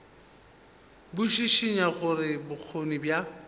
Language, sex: Northern Sotho, male